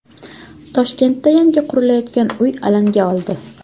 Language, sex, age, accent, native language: Uzbek, female, 25-34, Jizzax, Uzbek